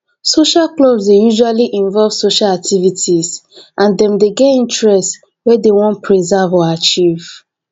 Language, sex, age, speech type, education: Nigerian Pidgin, female, 15-29, spontaneous, tertiary